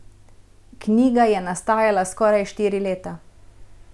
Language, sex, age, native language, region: Slovenian, female, 30-49, Slovenian, Central Slovenia